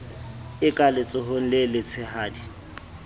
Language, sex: Southern Sotho, male